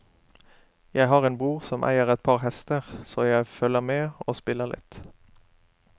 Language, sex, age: Norwegian, male, 27